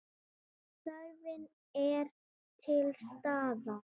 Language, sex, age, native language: Icelandic, female, 7, Icelandic